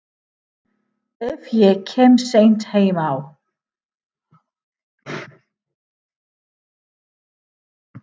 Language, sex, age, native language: Icelandic, female, 50-59, English